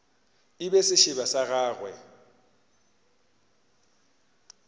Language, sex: Northern Sotho, male